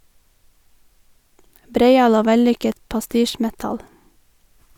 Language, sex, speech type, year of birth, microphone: Norwegian, female, read, 1989, Sennheiser